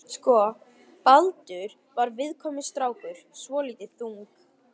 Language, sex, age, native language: Icelandic, female, 11, Icelandic